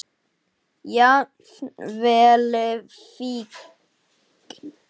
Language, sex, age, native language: Icelandic, male, 9, Icelandic